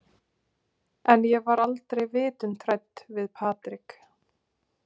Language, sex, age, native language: Icelandic, female, 20-29, Icelandic